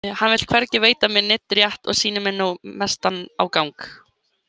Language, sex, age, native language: Icelandic, male, 18-19, Icelandic